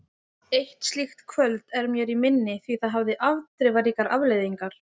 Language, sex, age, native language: Icelandic, female, 20-29, Icelandic